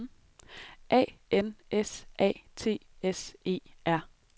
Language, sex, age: Danish, female, 30